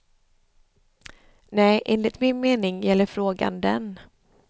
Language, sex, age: Swedish, female, 26